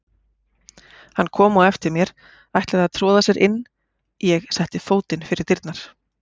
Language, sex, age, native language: Icelandic, female, 40-49, Icelandic